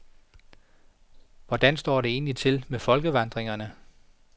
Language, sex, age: Danish, male, 49